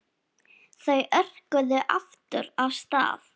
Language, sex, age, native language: Icelandic, female, 10, Icelandic